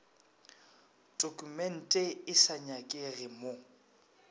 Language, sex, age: Northern Sotho, male, 24